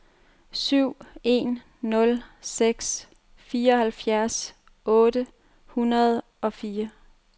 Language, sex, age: Danish, female, 30